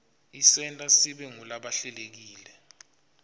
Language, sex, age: Swati, male, 25